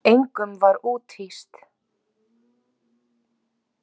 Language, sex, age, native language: Icelandic, female, 40-49, Icelandic